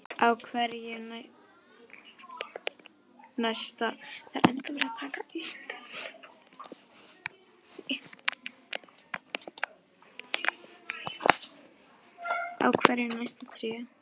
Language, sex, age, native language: Icelandic, female, 10, Icelandic